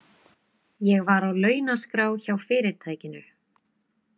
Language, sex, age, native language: Icelandic, female, 20-29, Icelandic